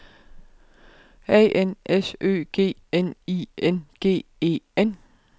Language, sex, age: Danish, female, 32